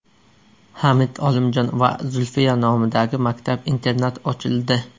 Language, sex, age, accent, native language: Uzbek, male, 25-34, Surxondaryo, Uzbek